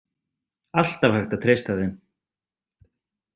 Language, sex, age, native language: Icelandic, male, 30-39, Icelandic